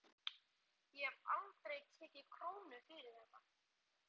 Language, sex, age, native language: Icelandic, male, 11, Icelandic